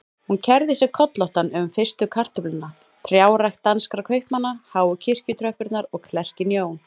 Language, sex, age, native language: Icelandic, female, 30-39, Icelandic